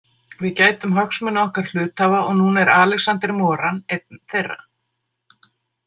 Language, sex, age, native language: Icelandic, female, 60-69, Icelandic